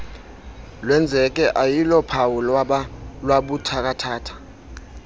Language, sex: Xhosa, male